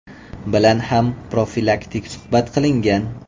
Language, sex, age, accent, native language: Uzbek, male, 25-34, Toshkent viloyati, Uzbek